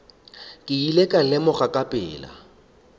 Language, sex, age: Northern Sotho, male, 25